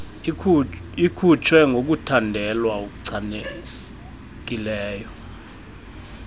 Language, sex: Xhosa, male